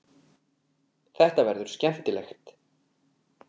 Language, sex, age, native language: Icelandic, male, 30-39, Icelandic